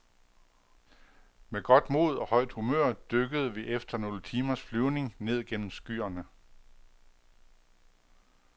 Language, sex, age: Danish, male, 48